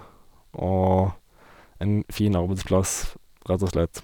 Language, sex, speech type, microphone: Norwegian, male, spontaneous, Sennheiser